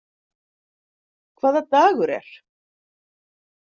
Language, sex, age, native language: Icelandic, female, 50-59, Icelandic